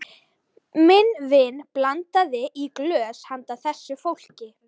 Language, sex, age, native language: Icelandic, female, 12, Icelandic